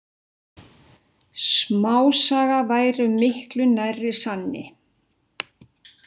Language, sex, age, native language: Icelandic, female, 60-69, Icelandic